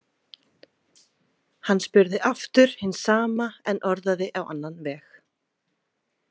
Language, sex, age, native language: Icelandic, female, 20-29, Icelandic